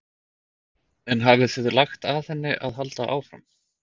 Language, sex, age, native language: Icelandic, male, 40-49, Icelandic